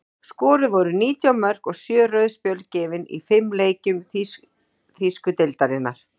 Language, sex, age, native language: Icelandic, female, 40-49, Icelandic